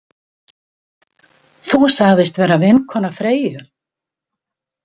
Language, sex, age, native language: Icelandic, female, 70-79, Icelandic